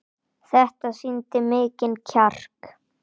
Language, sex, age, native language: Icelandic, male, 9, Icelandic